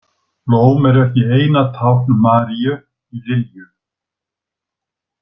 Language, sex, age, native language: Icelandic, male, 60-69, Icelandic